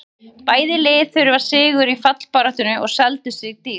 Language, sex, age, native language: Icelandic, female, 30-39, Icelandic